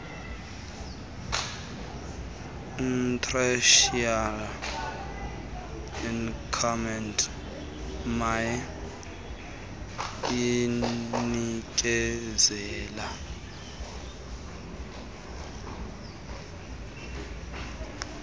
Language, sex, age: Xhosa, male, 19